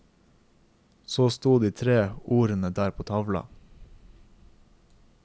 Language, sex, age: Norwegian, male, 24